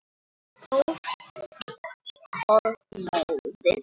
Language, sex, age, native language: Icelandic, female, 9, Icelandic